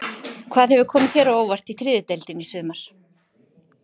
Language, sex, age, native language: Icelandic, female, 50-59, Icelandic